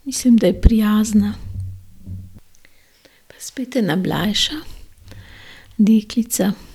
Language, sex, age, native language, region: Slovenian, female, 60+, Slovenian, Gorenjska region